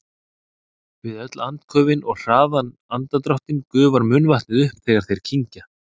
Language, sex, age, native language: Icelandic, male, 30-39, Icelandic